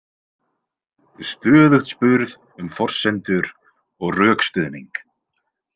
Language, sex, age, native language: Icelandic, male, 20-29, Icelandic